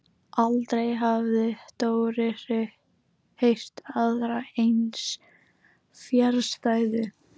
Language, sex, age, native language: Icelandic, female, 12, Icelandic